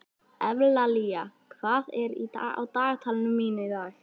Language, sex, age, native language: Icelandic, female, 11, Icelandic